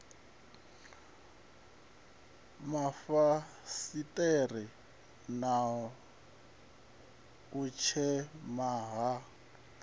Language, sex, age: Venda, male, 37